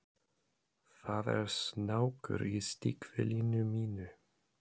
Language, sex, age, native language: Icelandic, male, 30-39, German